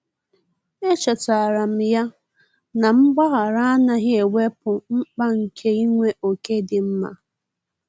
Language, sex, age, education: Igbo, female, 15-29, tertiary